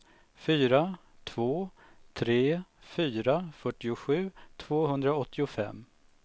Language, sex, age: Swedish, male, 45